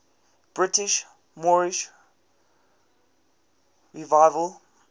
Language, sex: English, male